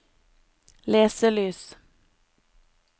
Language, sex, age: Norwegian, female, 26